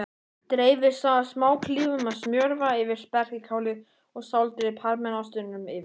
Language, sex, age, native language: Icelandic, male, 11, Icelandic